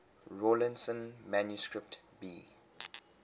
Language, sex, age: English, male, 23